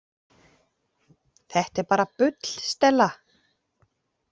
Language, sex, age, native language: Icelandic, female, 40-49, Icelandic